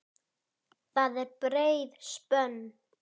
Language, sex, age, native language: Icelandic, female, 10, Icelandic